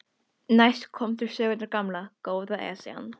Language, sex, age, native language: Icelandic, female, 12, Icelandic